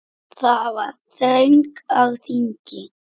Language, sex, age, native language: Icelandic, male, 9, Icelandic